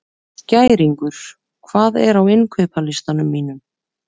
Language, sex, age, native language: Icelandic, female, 30-39, Icelandic